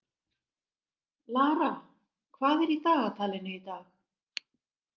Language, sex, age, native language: Icelandic, female, 60-69, Icelandic